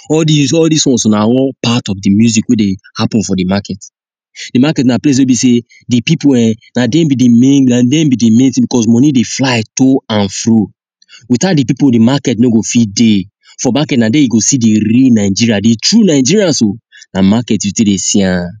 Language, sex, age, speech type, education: Nigerian Pidgin, male, 15-29, spontaneous, tertiary